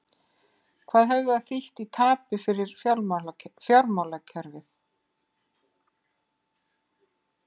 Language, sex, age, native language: Icelandic, female, 50-59, Icelandic